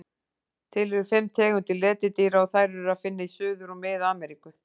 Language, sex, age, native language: Icelandic, female, 40-49, Icelandic